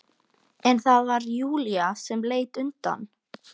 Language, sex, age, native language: Icelandic, female, 12, Icelandic